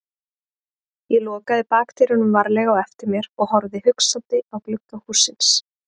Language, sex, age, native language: Icelandic, female, 20-29, Icelandic